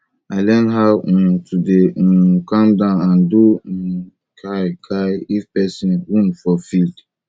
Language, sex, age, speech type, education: Nigerian Pidgin, male, 30-45, spontaneous, tertiary